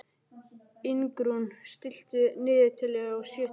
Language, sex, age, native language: Icelandic, male, 11, Icelandic